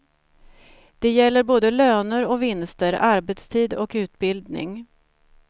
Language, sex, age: Swedish, female, 47